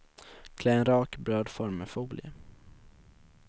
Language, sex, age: Swedish, male, 19